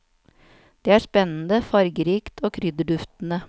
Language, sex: Norwegian, female